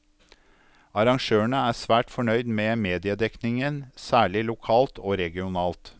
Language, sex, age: Norwegian, male, 52